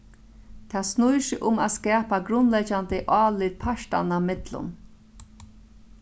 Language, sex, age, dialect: Faroese, female, 36-60, Norðurstreymoy/Eysturoy